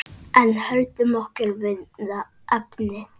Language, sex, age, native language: Icelandic, male, 8, Icelandic